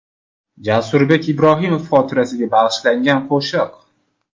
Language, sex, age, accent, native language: Uzbek, male, 25-34, Toshkent viloyati, Uzbek